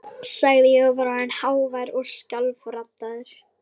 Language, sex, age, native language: Icelandic, female, 11, Icelandic